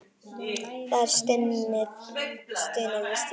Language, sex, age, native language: Icelandic, female, 9, Icelandic